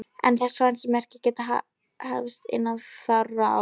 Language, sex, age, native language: Icelandic, female, 11, Polish